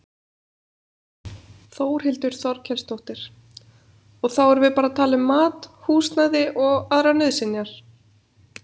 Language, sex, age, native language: Icelandic, female, 30-39, Icelandic